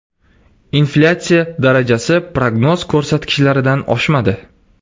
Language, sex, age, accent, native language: Uzbek, male, 18-24, Surxondaryo, Uzbek